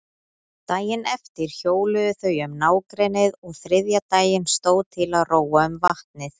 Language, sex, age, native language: Icelandic, female, 30-39, Icelandic